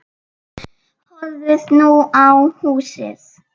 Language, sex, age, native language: Icelandic, female, 7, Icelandic